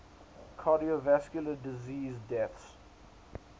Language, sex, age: English, male, 19